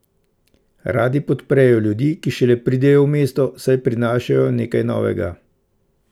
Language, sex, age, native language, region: Slovenian, male, 50-59, Slovenian, Central Slovenia